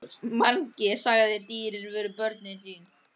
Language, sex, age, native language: Icelandic, male, 13, Icelandic